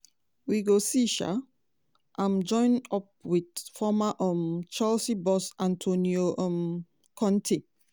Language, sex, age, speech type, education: Nigerian Pidgin, female, 30-45, spontaneous, tertiary